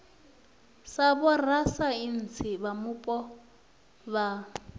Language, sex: Venda, female